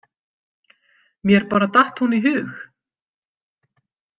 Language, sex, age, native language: Icelandic, female, 50-59, Icelandic